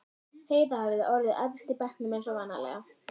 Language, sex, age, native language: Icelandic, female, 13, Icelandic